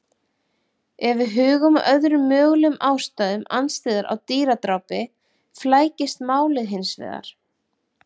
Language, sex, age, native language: Icelandic, female, 40-49, Icelandic